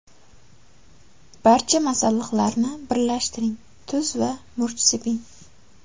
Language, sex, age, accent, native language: Uzbek, female, 19-29, Samarqand, Uzbek